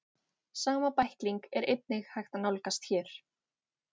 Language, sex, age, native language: Icelandic, female, 18-19, Icelandic